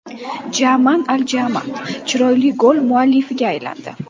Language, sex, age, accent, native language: Uzbek, female, under 19, Qashqadaryo, Uzbek